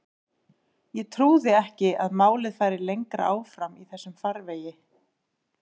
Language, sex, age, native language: Icelandic, female, 30-39, Icelandic